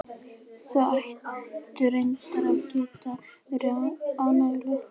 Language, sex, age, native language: Icelandic, female, 11, Icelandic